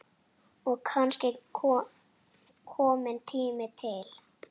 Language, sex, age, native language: Icelandic, female, 6, Icelandic